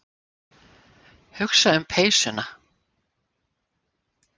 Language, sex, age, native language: Icelandic, female, 60-69, Icelandic